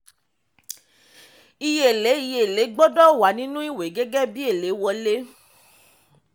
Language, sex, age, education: Yoruba, female, 15-29, tertiary